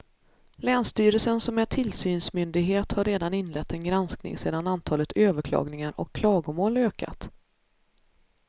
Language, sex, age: Swedish, female, 33